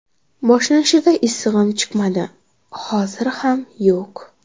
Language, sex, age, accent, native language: Uzbek, female, 12-17, Xorazm, Uzbek